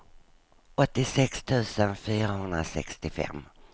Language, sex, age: Swedish, female, 59